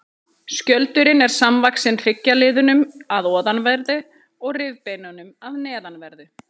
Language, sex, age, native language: Icelandic, female, 30-39, Icelandic